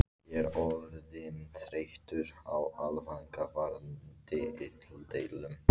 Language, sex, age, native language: Icelandic, female, 14, Icelandic